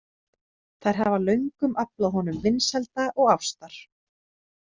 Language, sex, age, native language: Icelandic, female, 30-39, Icelandic